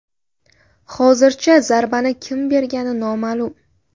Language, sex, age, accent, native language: Uzbek, female, under 19, Qashqadaryo, Uzbek